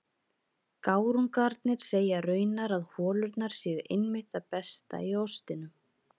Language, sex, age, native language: Icelandic, female, 30-39, Icelandic